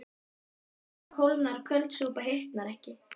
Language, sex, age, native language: Icelandic, female, 12, Icelandic